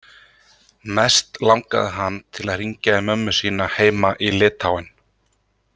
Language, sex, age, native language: Icelandic, male, 30-39, Icelandic